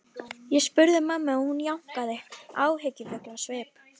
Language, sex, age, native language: Icelandic, female, 12, Icelandic